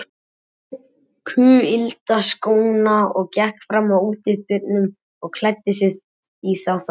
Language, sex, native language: Icelandic, male, Icelandic